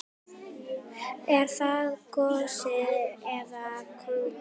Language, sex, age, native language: Icelandic, female, 9, Icelandic